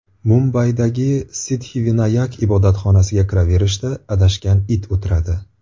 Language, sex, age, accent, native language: Uzbek, male, 25-34, Buxoro, Uzbek